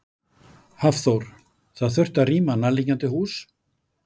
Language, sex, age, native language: Icelandic, male, 60-69, Icelandic